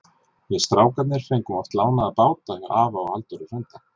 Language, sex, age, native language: Icelandic, male, 40-49, Icelandic